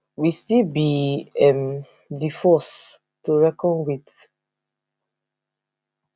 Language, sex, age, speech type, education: Nigerian Pidgin, female, 15-29, spontaneous, tertiary